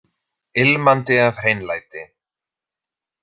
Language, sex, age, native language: Icelandic, male, 30-39, Icelandic